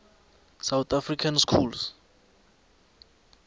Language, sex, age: South Ndebele, male, 20